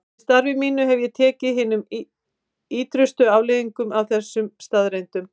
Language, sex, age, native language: Icelandic, female, 50-59, Icelandic